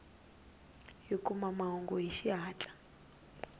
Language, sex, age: Tsonga, female, 19